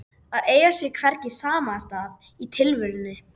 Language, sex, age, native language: Icelandic, female, 12, Icelandic